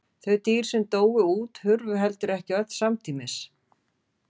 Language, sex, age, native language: Icelandic, female, 40-49, Icelandic